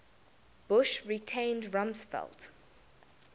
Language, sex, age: English, female, 19